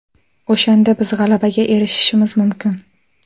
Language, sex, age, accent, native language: Uzbek, female, 18-24, Samarqand, Uzbek